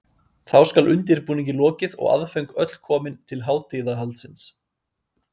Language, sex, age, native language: Icelandic, male, 30-39, Icelandic